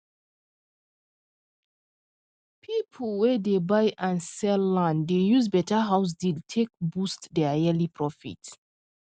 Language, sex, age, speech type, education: Nigerian Pidgin, female, 15-29, spontaneous, tertiary